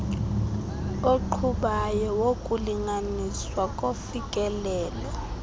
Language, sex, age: Xhosa, female, 20